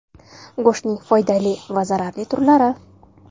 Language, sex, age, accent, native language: Uzbek, female, 19-29, Toshkent shahri, Uzbek